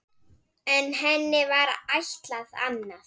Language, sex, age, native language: Icelandic, female, 9, Icelandic